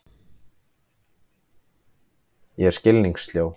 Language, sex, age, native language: Icelandic, male, 30-39, Icelandic